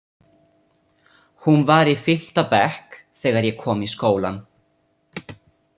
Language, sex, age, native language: Icelandic, male, 30-39, Italian